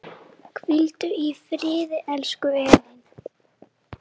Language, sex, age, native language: Icelandic, female, 7, Icelandic